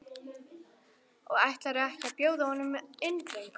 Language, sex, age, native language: Icelandic, female, 11, Icelandic